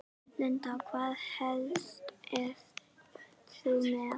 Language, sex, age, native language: Icelandic, female, 11, Icelandic